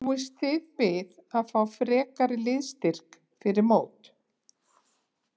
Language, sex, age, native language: Icelandic, female, 70-79, Icelandic